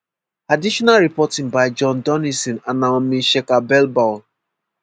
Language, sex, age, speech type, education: Nigerian Pidgin, female, 15-29, spontaneous, tertiary